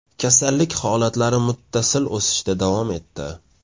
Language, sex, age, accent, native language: Uzbek, male, 25-34, Toshkent shahri, Uzbek